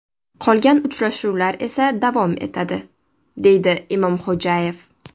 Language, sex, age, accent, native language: Uzbek, female, 18-24, Toshkent shahri, Uzbek